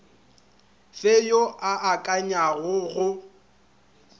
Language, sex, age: Northern Sotho, male, 25